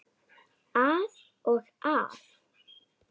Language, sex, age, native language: Icelandic, female, 8, Icelandic